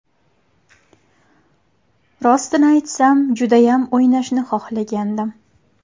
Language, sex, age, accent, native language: Uzbek, female, 18-24, Qashqadaryo, Uzbek